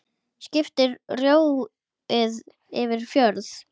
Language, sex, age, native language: Icelandic, female, 10, Icelandic